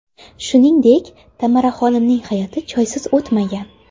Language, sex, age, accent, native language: Uzbek, female, 18-24, Toshkent shahri, Uzbek